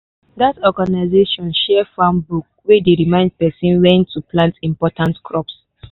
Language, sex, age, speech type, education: Nigerian Pidgin, female, 15-29, spontaneous, tertiary